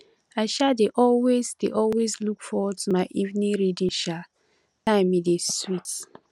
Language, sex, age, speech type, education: Nigerian Pidgin, female, 15-29, spontaneous, tertiary